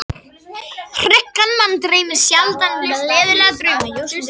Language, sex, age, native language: Icelandic, male, 60-69, Icelandic